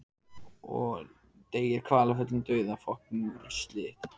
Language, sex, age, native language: Icelandic, male, 14, Icelandic